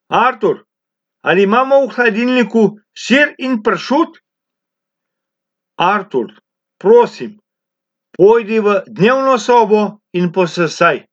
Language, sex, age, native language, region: Slovenian, male, 60+, Slovenian, Abroad